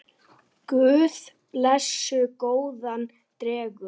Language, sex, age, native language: Icelandic, female, 9, Icelandic